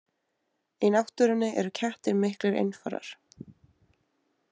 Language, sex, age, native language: Icelandic, female, 20-29, Icelandic